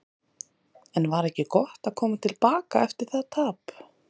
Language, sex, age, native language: Icelandic, female, 30-39, Icelandic